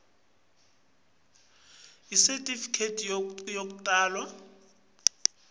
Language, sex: Swati, male